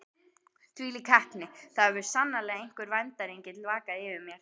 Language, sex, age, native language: Icelandic, female, 12, Icelandic